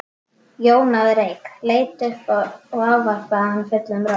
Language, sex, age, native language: Icelandic, female, 12, Icelandic